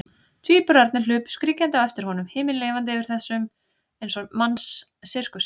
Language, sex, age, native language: Icelandic, female, 30-39, Icelandic